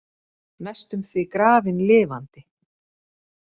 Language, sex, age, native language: Icelandic, female, 50-59, Icelandic